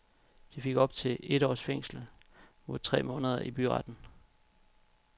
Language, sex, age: Danish, male, 31